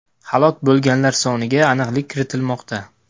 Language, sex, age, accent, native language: Uzbek, male, 18-24, Toshkent viloyati, Uzbek